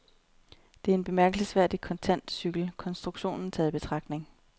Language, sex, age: Danish, female, 30